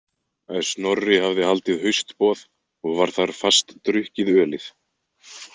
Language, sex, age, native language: Icelandic, male, 20-29, Icelandic